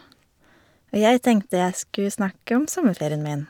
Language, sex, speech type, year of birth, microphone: Norwegian, female, spontaneous, 1987, Shure